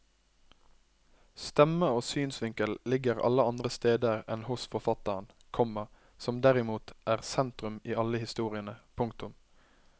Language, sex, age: Norwegian, male, 21